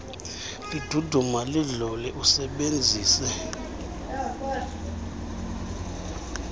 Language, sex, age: Xhosa, male, 35